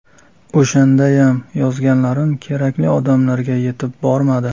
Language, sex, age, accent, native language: Uzbek, male, 35+, Toshkent shahri, Uzbek